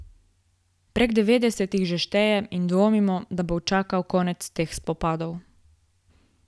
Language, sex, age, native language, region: Slovenian, female, 18-29, Slovenian, Gorica region